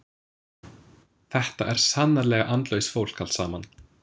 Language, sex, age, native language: Icelandic, male, 20-29, English